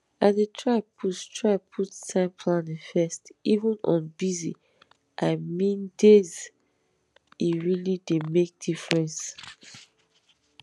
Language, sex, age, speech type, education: Nigerian Pidgin, female, 15-29, spontaneous, tertiary